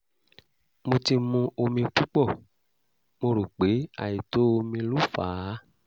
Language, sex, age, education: Yoruba, male, 30-45, tertiary